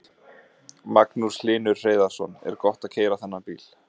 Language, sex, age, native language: Icelandic, male, 20-29, Icelandic